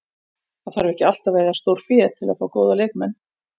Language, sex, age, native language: Icelandic, female, 40-49, Icelandic